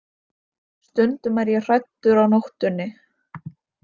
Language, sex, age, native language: Icelandic, female, 20-29, Icelandic